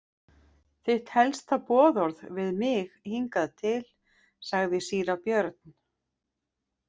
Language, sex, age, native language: Icelandic, female, 50-59, Icelandic